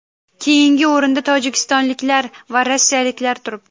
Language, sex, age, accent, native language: Uzbek, female, 18-24, Qashqadaryo, Uzbek